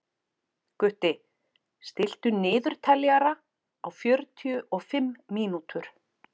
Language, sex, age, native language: Icelandic, female, 40-49, Icelandic